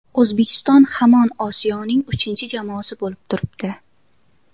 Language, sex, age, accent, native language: Uzbek, female, 18-24, Toshkent viloyati, Uzbek